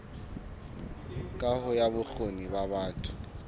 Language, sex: Southern Sotho, male